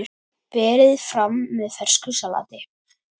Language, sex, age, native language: Icelandic, male, 10, Icelandic